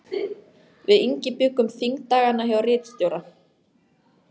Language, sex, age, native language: Icelandic, female, 14, Icelandic